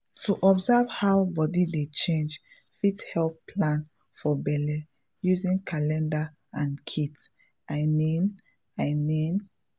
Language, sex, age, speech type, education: Nigerian Pidgin, female, 15-29, spontaneous, tertiary